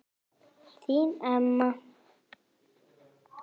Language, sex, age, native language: Icelandic, female, 8, Icelandic